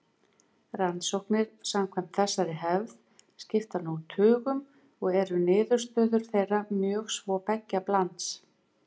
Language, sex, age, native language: Icelandic, female, 50-59, Icelandic